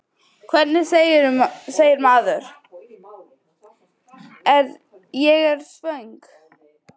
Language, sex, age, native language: Icelandic, female, 12, Icelandic